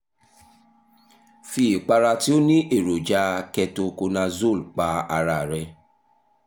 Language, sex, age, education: Yoruba, male, 30-45, tertiary